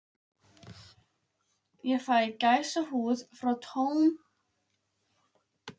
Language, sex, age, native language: Icelandic, female, 15, Icelandic